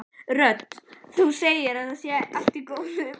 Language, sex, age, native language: Icelandic, female, 11, Icelandic